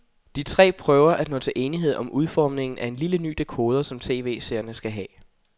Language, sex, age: Danish, male, 21